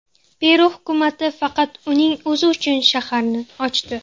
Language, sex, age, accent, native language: Uzbek, female, 18-24, Namangan, Uzbek